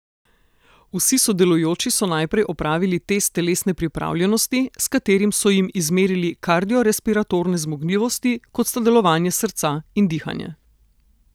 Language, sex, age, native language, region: Slovenian, female, 30-49, Slovenian, Southeast Slovenia